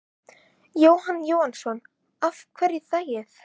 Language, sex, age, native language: Icelandic, female, 11, Icelandic